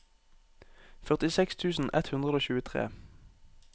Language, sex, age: Norwegian, male, 18